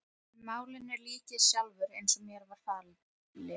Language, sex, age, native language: Icelandic, female, 13, Icelandic